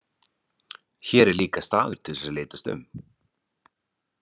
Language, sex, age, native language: Icelandic, male, 30-39, Icelandic